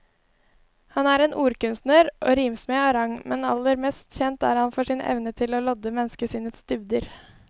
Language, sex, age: Norwegian, female, 20